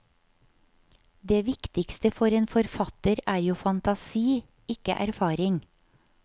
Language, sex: Norwegian, female